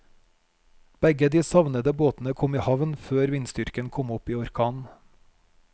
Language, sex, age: Norwegian, male, 41